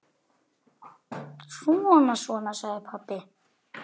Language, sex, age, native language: Icelandic, male, 8, Icelandic